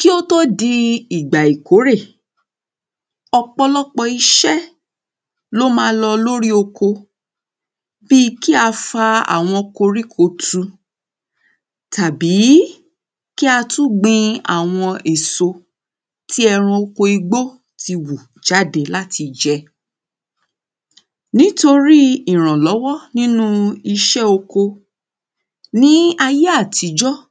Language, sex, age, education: Yoruba, female, 30-45, secondary